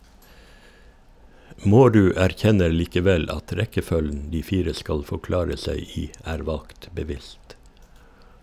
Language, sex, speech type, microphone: Norwegian, male, read, Shure